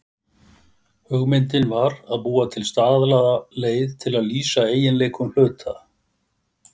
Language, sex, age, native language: Icelandic, male, 60-69, Icelandic